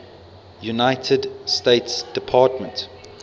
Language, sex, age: English, male, 22